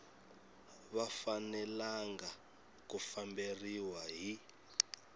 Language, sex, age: Tsonga, male, 26